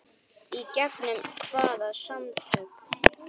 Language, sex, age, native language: Icelandic, male, 9, Icelandic